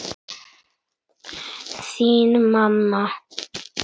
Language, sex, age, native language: Icelandic, male, 9, Icelandic